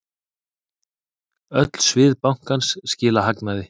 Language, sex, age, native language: Icelandic, male, 30-39, Icelandic